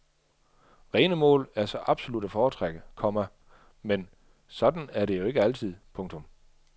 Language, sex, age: Danish, male, 38